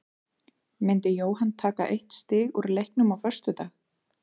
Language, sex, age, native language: Icelandic, female, 30-39, Icelandic